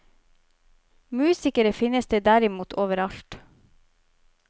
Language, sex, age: Norwegian, female, 25